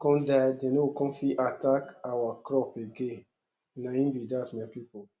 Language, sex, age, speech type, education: Nigerian Pidgin, male, 30-45, spontaneous, tertiary